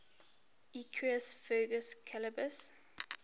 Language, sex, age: English, female, 18